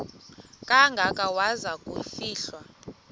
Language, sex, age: Xhosa, female, 20